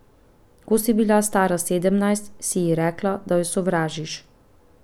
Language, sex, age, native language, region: Slovenian, female, 30-49, Slovenian, Pomurje region